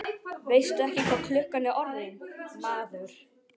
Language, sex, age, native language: Icelandic, male, 11, Icelandic